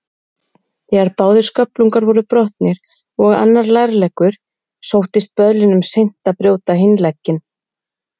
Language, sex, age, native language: Icelandic, female, 30-39, Icelandic